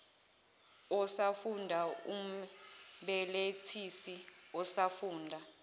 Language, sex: Zulu, female